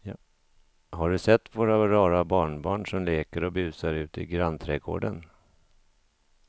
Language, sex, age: Swedish, male, 50